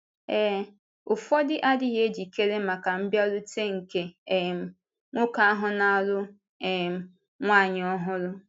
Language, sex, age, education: Igbo, female, 15-29, tertiary